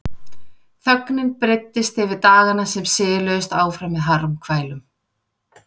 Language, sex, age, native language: Icelandic, female, 40-49, Icelandic